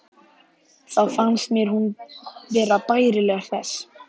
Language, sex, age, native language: Icelandic, male, 11, Icelandic